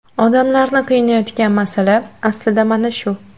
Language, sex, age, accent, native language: Uzbek, female, 18-24, Qashqadaryo, Uzbek